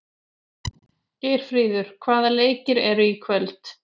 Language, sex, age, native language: Icelandic, female, 40-49, Icelandic